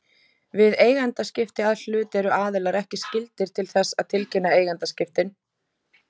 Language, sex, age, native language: Icelandic, female, 20-29, Icelandic